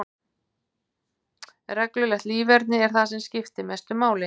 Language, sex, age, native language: Icelandic, female, 50-59, Icelandic